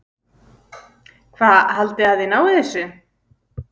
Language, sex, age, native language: Icelandic, female, 20-29, Icelandic